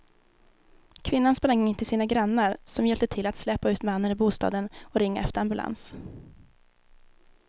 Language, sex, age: Swedish, female, 19